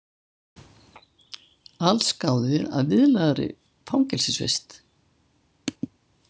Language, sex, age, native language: Icelandic, female, 70-79, Icelandic